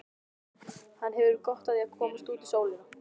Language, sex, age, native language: Icelandic, male, 12, Icelandic